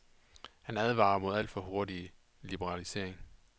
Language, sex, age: Danish, male, 28